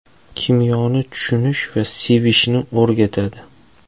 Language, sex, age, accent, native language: Uzbek, male, 25-34, Toshkent shahri, Uzbek